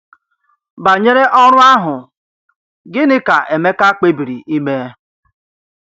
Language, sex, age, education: Igbo, male, 30-45, tertiary